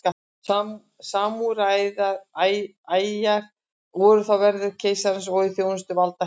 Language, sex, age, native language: Icelandic, female, 60-69, Icelandic